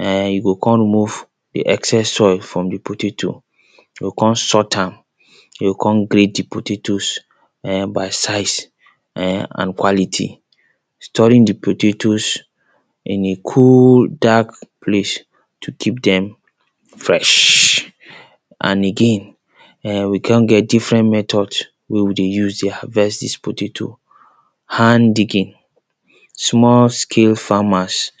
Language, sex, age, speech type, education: Nigerian Pidgin, male, 30-45, spontaneous, secondary